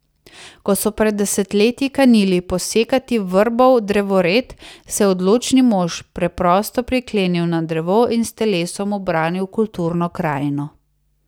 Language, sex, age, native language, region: Slovenian, female, 30-49, Slovenian, Savinja region